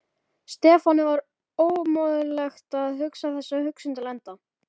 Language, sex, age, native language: Icelandic, male, 13, Icelandic